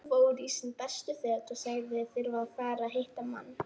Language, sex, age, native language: Icelandic, female, 18-19, Icelandic